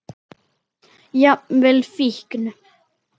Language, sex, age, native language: Icelandic, male, 10, Icelandic